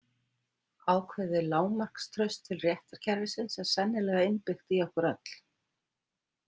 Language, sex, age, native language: Icelandic, female, 50-59, Icelandic